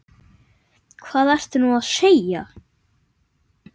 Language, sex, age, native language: Icelandic, male, 9, Icelandic